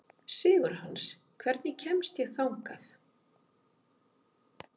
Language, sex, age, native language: Icelandic, female, 50-59, Icelandic